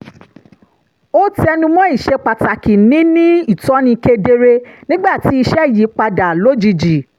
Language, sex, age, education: Yoruba, female, 30-45, tertiary